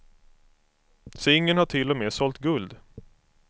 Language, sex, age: Swedish, male, 25